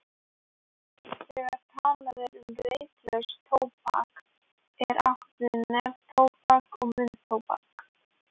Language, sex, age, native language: Icelandic, female, 18-19, Icelandic